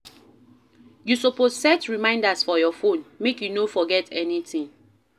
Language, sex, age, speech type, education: Nigerian Pidgin, female, 15-29, read, primary